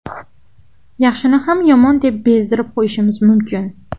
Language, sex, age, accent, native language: Uzbek, female, 12-17, Farg'ona, Uzbek